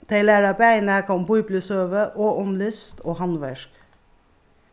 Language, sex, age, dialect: Faroese, female, 36-60, Suðurstreymoy